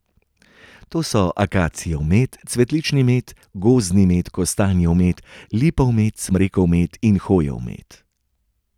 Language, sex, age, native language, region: Slovenian, male, 30-49, Slovenian, Gorenjska region